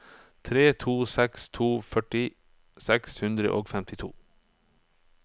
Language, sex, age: Norwegian, male, 44